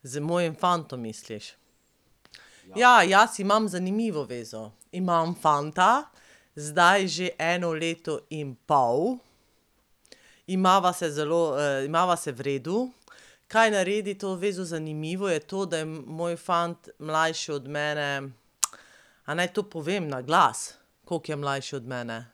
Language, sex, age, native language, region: Slovenian, female, 30-49, Slovenian, Pomurje region